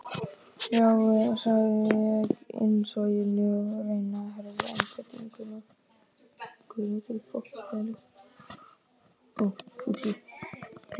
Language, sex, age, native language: Icelandic, male, 12, Icelandic